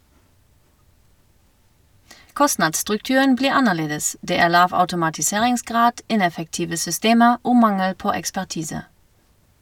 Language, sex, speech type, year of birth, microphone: Norwegian, female, read, 1971, Shure